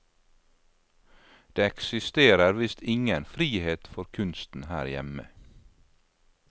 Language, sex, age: Norwegian, male, 52